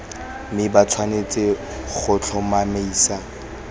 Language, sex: Tswana, male